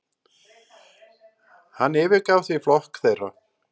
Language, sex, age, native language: Icelandic, male, 60-69, Icelandic